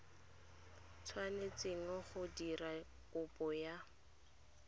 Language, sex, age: Tswana, female, 23